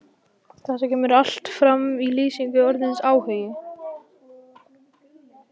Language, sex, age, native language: Icelandic, male, 11, Icelandic